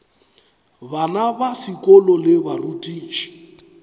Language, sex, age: Northern Sotho, male, 35